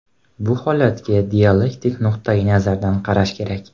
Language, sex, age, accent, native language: Uzbek, male, 18-24, Andijon, Uzbek